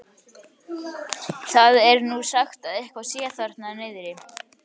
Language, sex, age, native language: Icelandic, female, 11, Icelandic